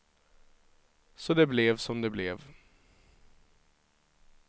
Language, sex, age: Swedish, male, 23